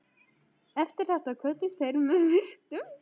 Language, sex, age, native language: Icelandic, female, 13, Icelandic